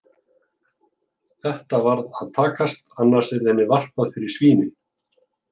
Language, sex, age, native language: Icelandic, male, 50-59, Icelandic